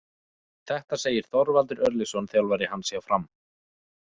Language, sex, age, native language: Icelandic, male, 20-29, Icelandic